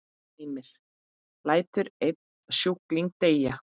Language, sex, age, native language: Icelandic, female, 8, Icelandic